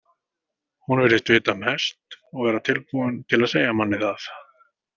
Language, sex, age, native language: Icelandic, male, 40-49, Icelandic